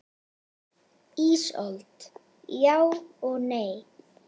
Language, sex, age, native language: Icelandic, female, 8, Icelandic